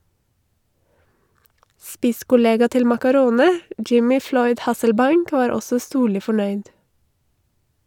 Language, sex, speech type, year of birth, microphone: Norwegian, female, read, 1982, Shure